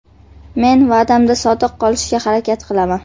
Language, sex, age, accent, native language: Uzbek, female, 18-24, Qashqadaryo, Uzbek